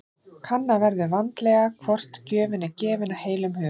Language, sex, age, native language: Icelandic, female, 40-49, Icelandic